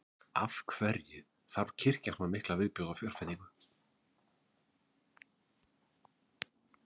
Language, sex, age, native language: Icelandic, male, 40-49, Icelandic